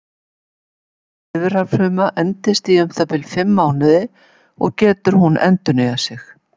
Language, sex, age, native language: Icelandic, female, 70-79, Icelandic